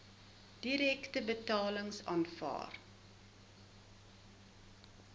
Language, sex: Afrikaans, female